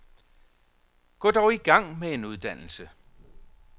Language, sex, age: Danish, male, 45